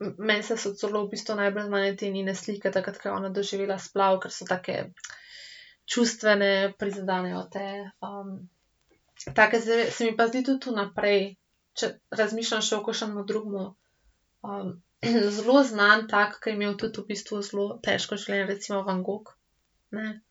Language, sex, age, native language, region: Slovenian, female, 18-29, Slovenian, Central Slovenia